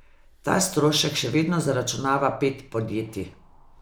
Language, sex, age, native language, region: Slovenian, female, 50-59, Slovenian, Savinja region